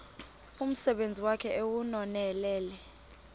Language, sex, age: Xhosa, female, 24